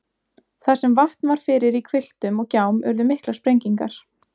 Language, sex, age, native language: Icelandic, female, 20-29, Icelandic